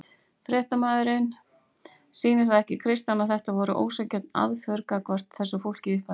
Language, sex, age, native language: Icelandic, female, 18-19, Icelandic